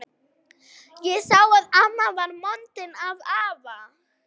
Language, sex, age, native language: Icelandic, female, 11, Icelandic